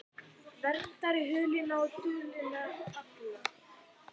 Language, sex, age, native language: Icelandic, female, 40-49, Icelandic